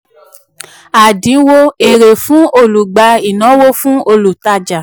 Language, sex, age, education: Yoruba, female, 15-29, tertiary